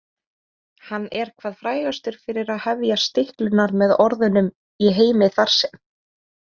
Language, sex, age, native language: Icelandic, female, 20-29, Icelandic